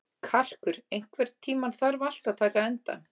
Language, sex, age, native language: Icelandic, female, 30-39, Icelandic